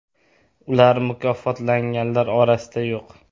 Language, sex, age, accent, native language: Uzbek, male, 18-24, Toshkent viloyati, Uzbek